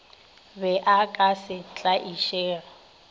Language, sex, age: Northern Sotho, female, 23